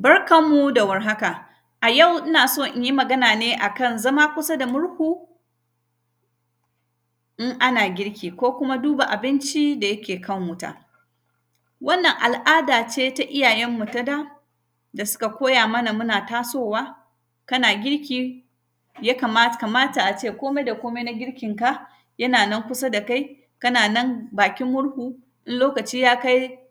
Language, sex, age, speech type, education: Hausa, female, 30-45, spontaneous, tertiary